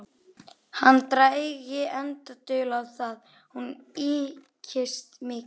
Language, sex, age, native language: Icelandic, female, 11, Icelandic